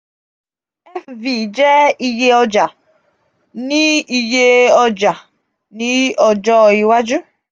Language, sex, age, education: Yoruba, female, 15-29, tertiary